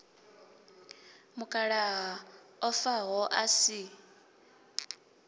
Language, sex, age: Venda, female, 25